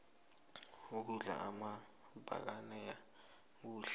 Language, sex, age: South Ndebele, male, 20